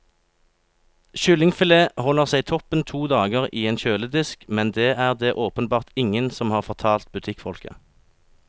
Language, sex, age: Norwegian, male, 36